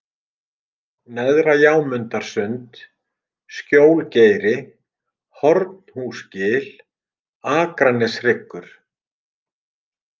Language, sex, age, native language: Icelandic, male, 50-59, Icelandic